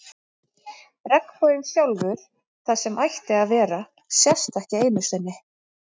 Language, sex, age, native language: Icelandic, female, 30-39, Icelandic